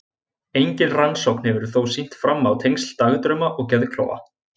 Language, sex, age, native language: Icelandic, male, 20-29, Icelandic